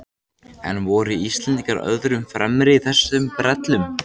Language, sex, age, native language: Icelandic, male, 14, Icelandic